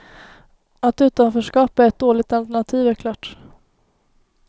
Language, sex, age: Swedish, female, 19